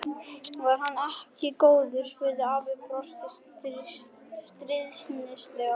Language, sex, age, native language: Icelandic, male, 11, Icelandic